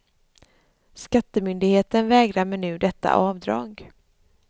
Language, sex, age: Swedish, female, 26